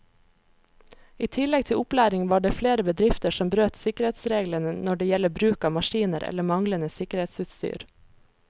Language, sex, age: Norwegian, female, 26